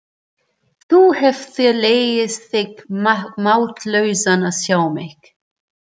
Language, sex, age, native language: Icelandic, female, 30-39, German